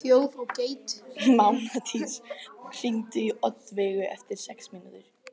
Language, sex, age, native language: Icelandic, male, 11, Icelandic